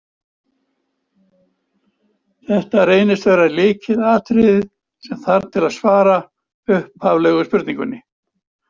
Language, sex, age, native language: Icelandic, male, 70-79, Icelandic